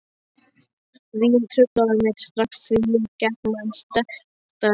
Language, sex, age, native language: Icelandic, male, 13, Icelandic